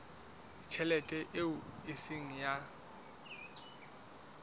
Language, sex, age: Southern Sotho, male, 19